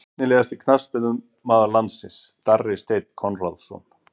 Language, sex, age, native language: Icelandic, male, 50-59, Icelandic